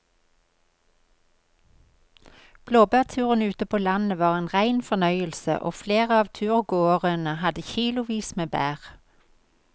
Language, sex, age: Norwegian, female, 53